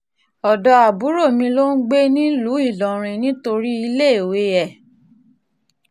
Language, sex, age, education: Yoruba, female, 30-45, tertiary